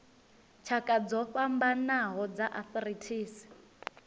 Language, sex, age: Venda, female, 19